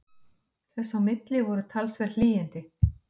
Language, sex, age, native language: Icelandic, female, 50-59, Icelandic